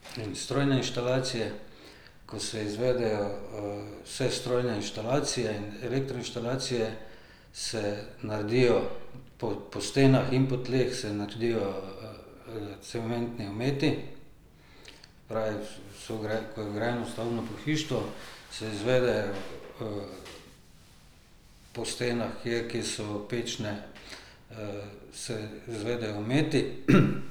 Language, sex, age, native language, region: Slovenian, male, 50-59, Slovenian, Drava region